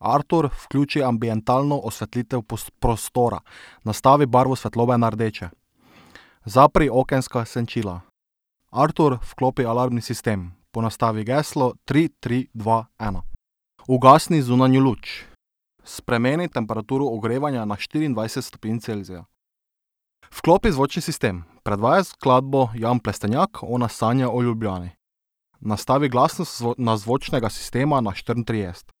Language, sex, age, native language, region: Slovenian, male, 18-29, Slovenian, Drava region